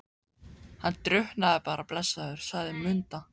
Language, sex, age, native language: Icelandic, male, 14, Icelandic